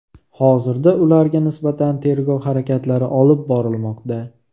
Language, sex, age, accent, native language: Uzbek, male, 18-24, Namangan, Uzbek